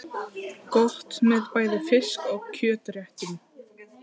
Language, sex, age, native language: Icelandic, female, 15, Icelandic